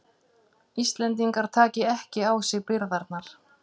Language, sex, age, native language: Icelandic, female, 50-59, Icelandic